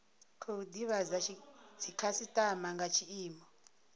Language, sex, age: Venda, female, 39